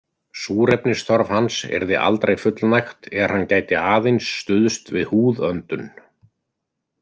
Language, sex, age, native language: Icelandic, male, 50-59, Icelandic